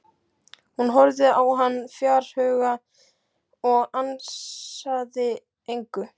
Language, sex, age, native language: Icelandic, male, 12, Icelandic